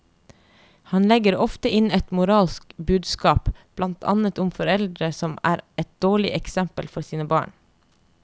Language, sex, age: Norwegian, female, 30